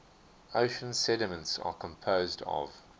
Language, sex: English, male